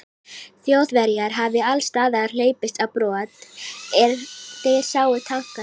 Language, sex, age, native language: Icelandic, female, 18-19, Icelandic